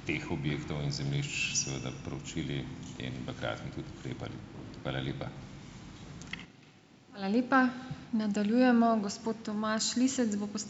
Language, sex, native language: Slovenian, male, Slovenian